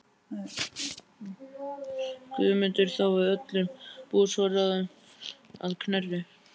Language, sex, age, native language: Icelandic, male, 12, Icelandic